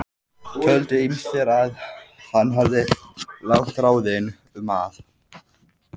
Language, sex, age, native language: Icelandic, male, 14, Icelandic